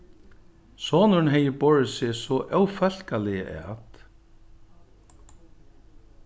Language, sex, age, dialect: Faroese, male, 61+, Norðuroyggjar